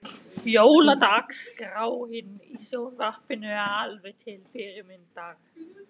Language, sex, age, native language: Icelandic, male, 18-19, German